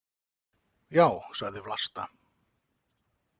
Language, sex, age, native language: Icelandic, male, 40-49, Icelandic